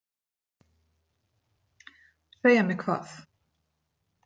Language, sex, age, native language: Icelandic, female, 40-49, Icelandic